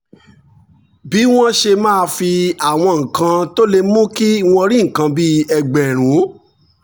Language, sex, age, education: Yoruba, male, 46-60, tertiary